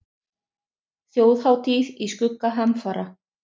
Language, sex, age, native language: Icelandic, other, 30-39, Icelandic